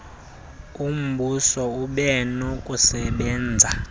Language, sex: Xhosa, male